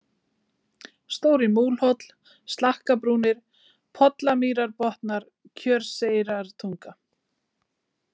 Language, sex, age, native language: Icelandic, female, 40-49, Icelandic